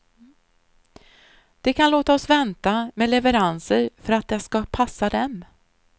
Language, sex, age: Swedish, female, 53